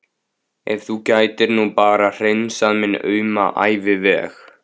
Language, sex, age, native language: Icelandic, male, 15, Icelandic